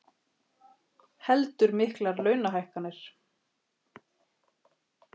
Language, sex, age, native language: Icelandic, female, 40-49, Icelandic